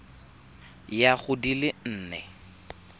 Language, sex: Tswana, male